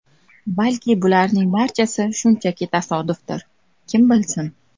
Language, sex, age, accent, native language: Uzbek, female, 25-34, Namangan, Uzbek